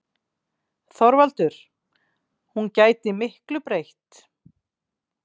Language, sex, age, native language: Icelandic, female, 40-49, Icelandic